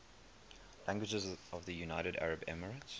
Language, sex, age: English, male, 21